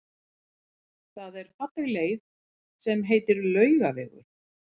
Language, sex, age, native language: Icelandic, female, 40-49, Icelandic